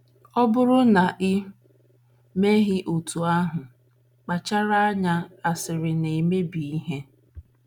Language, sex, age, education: Igbo, female, 30-45, tertiary